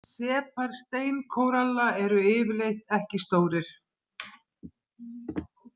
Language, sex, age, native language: Icelandic, female, 50-59, Icelandic